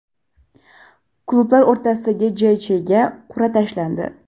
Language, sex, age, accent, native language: Uzbek, female, 12-17, Jizzax, Uzbek